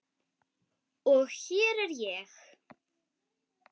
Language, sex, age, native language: Icelandic, female, 10, Icelandic